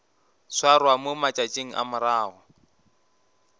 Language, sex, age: Northern Sotho, male, 19